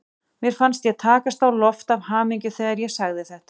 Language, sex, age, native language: Icelandic, female, 40-49, Icelandic